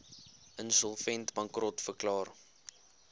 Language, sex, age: Afrikaans, male, 20